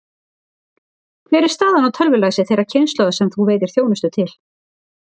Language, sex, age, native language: Icelandic, female, 40-49, Icelandic